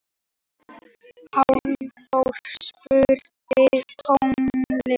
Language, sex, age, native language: Icelandic, female, 18-19, Icelandic